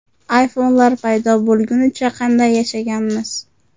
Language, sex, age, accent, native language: Uzbek, female, 12-17, Farg'ona, Uzbek